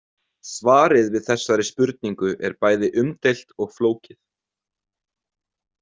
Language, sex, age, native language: Icelandic, male, 20-29, Icelandic